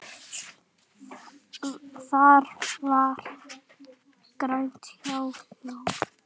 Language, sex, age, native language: Icelandic, male, 8, Icelandic